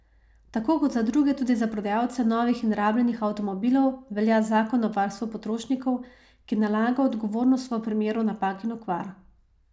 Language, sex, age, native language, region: Slovenian, female, 30-49, Slovenian, Savinja region